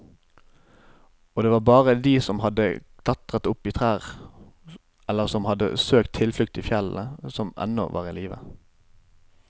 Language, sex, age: Norwegian, male, 25